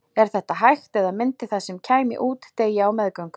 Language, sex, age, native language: Icelandic, female, 40-49, Icelandic